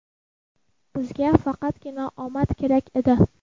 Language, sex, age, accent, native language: Uzbek, female, under 19, Toshkent viloyati, Kazakh